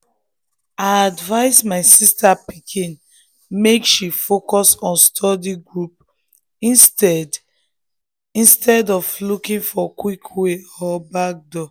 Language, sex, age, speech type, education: Nigerian Pidgin, female, 15-29, spontaneous, tertiary